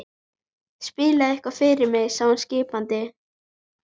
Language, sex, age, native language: Icelandic, female, 11, Icelandic